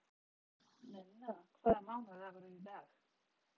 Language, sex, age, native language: Icelandic, female, 30-39, Polish